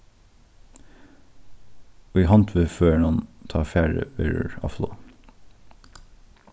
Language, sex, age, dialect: Faroese, male, 15-35, Norðurstreymoy/Eysturoy